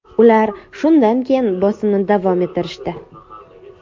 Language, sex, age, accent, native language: Uzbek, female, 25-34, Andijon, Uzbek